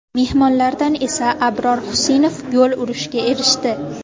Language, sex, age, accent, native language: Uzbek, female, 18-24, Farg'ona, Uzbek